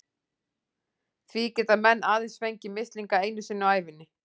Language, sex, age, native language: Icelandic, female, 40-49, Icelandic